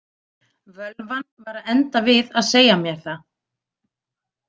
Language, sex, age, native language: Icelandic, female, 30-39, Icelandic